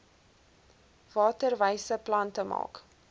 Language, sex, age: Afrikaans, female, 20